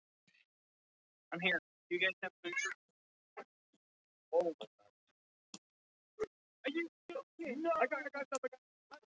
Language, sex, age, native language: Icelandic, male, 20-29, English